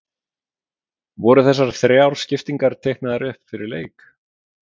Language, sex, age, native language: Icelandic, male, 40-49, Icelandic